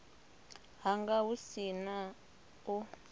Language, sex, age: Venda, female, 26